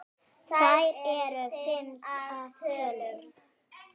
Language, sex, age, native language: Icelandic, female, 9, Icelandic